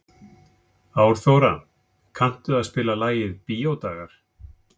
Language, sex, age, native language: Icelandic, male, 50-59, Icelandic